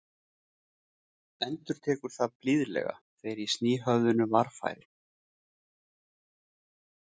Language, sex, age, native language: Icelandic, male, 40-49, Icelandic